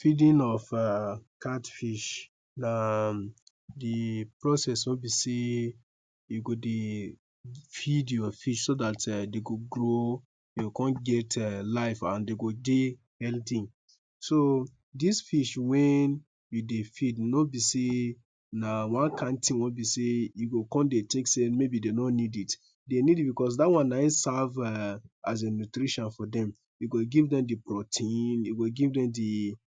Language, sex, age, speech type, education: Nigerian Pidgin, male, 15-29, spontaneous, tertiary